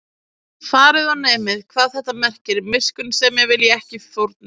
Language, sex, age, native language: Icelandic, female, 20-29, Icelandic